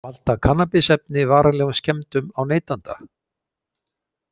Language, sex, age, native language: Icelandic, male, 60-69, Icelandic